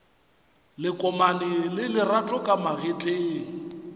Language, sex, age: Northern Sotho, male, 35